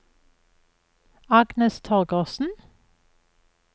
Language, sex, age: Norwegian, female, 44